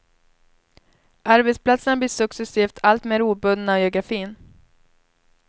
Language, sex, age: Swedish, female, 21